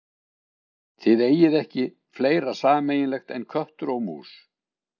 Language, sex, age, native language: Icelandic, male, 60-69, Icelandic